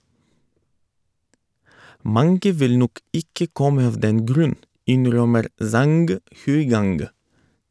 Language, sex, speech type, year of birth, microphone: Norwegian, male, read, 1985, Shure